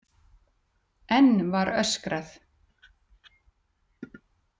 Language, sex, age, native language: Icelandic, female, 40-49, Icelandic